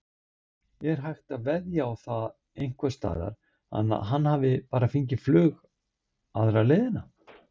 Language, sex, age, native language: Icelandic, male, 60-69, Icelandic